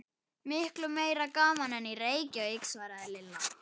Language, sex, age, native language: Icelandic, male, 11, Icelandic